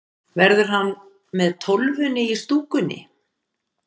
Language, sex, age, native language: Icelandic, female, 50-59, Icelandic